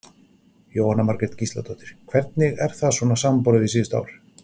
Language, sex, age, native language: Icelandic, male, 40-49, Icelandic